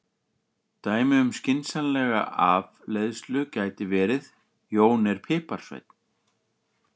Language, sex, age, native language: Icelandic, male, 40-49, Icelandic